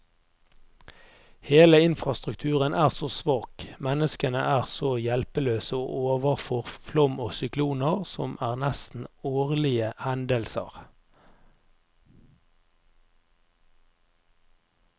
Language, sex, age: Norwegian, male, 30